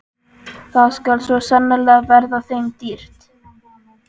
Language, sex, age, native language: Icelandic, male, 11, Icelandic